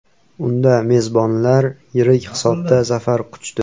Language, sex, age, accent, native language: Uzbek, male, 18-24, Farg'ona, Uzbek